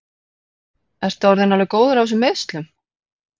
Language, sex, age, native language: Icelandic, female, 40-49, Icelandic